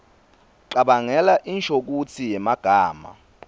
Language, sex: Swati, male